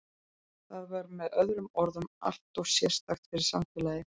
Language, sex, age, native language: Icelandic, female, 30-39, Icelandic